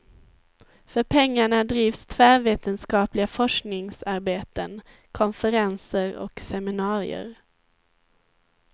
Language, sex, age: Swedish, female, 19